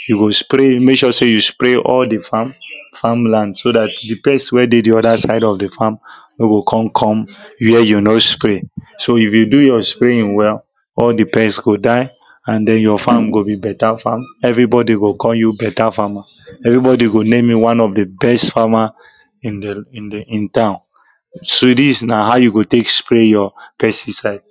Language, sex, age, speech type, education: Nigerian Pidgin, male, 15-29, spontaneous, tertiary